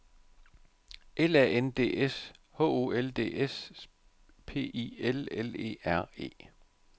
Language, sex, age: Danish, male, 51